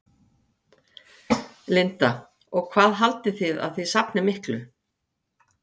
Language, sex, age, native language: Icelandic, female, 50-59, Icelandic